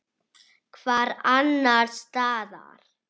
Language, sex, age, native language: Icelandic, female, 8, Icelandic